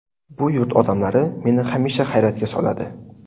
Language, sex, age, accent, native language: Uzbek, male, 18-24, Sirdaryo, Uzbek